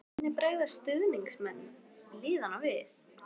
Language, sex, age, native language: Icelandic, female, 12, Icelandic